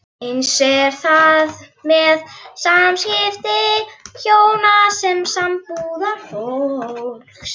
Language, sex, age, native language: Icelandic, female, 11, Icelandic